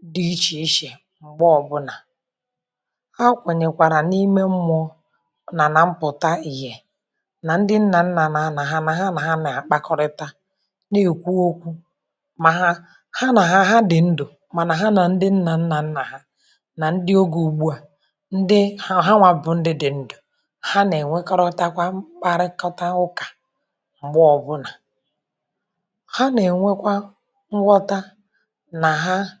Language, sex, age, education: Igbo, female, 46-60, tertiary